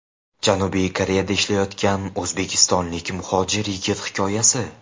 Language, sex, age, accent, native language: Uzbek, male, 18-24, Farg'ona, Uzbek